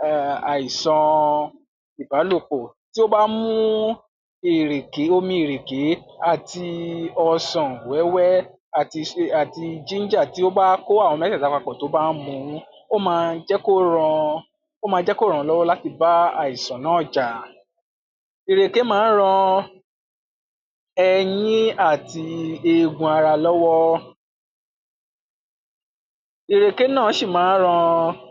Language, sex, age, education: Yoruba, male, 46-60, tertiary